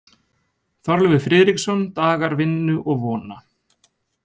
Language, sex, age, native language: Icelandic, male, 20-29, Icelandic